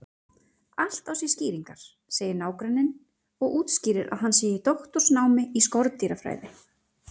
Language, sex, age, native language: Icelandic, female, 40-49, Icelandic